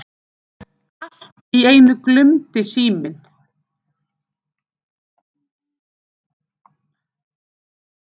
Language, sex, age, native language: Icelandic, female, 7, Icelandic